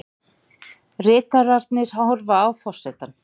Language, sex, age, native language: Icelandic, male, 40-49, Icelandic